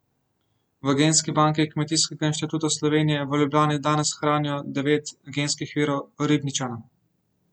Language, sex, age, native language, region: Slovenian, male, 18-29, Slovenian, Central Slovenia